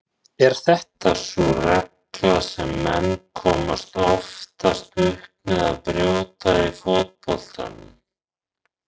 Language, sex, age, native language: Icelandic, male, 40-49, Icelandic